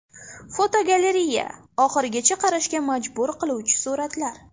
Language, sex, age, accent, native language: Uzbek, female, 12-17, Farg'ona, Uzbek